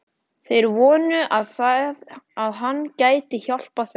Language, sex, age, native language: Icelandic, male, 14, Icelandic